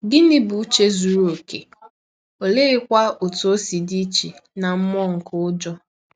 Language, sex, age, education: Igbo, female, 15-29, tertiary